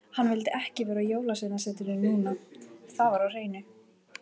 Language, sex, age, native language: Icelandic, female, 18-19, Icelandic